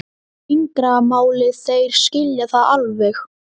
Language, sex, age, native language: Icelandic, male, 11, Icelandic